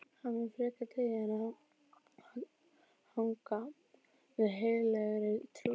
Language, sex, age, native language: Icelandic, female, 12, Icelandic